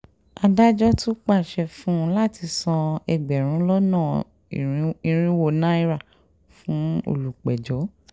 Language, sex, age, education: Yoruba, female, 30-45, tertiary